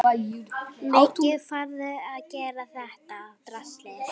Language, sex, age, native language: Icelandic, female, 9, Icelandic